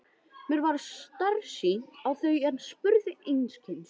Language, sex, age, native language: Icelandic, male, 13, Icelandic